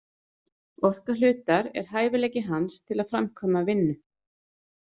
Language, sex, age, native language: Icelandic, female, 30-39, Icelandic